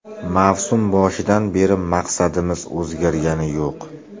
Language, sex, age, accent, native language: Uzbek, male, 25-34, Farg'ona, Uzbek